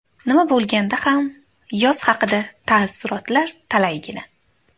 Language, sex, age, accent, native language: Uzbek, female, 18-24, Andijon, Uzbek